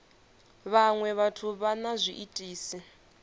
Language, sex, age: Venda, female, 22